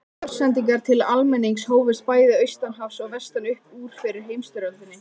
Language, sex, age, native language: Icelandic, female, 18-19, Icelandic